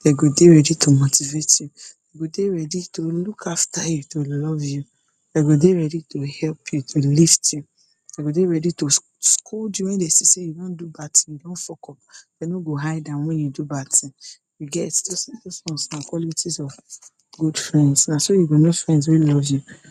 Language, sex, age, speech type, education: Nigerian Pidgin, female, 46-60, spontaneous, tertiary